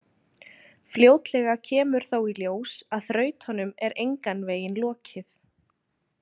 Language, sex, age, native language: Icelandic, female, 20-29, Icelandic